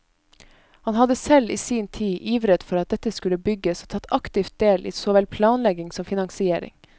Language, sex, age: Norwegian, female, 22